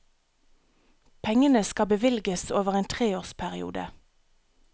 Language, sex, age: Norwegian, female, 37